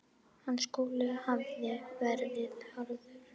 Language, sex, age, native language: Icelandic, female, 9, Icelandic